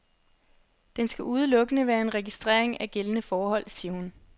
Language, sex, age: Danish, female, 21